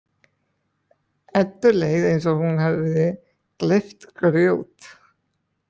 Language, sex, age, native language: Icelandic, male, 20-29, Icelandic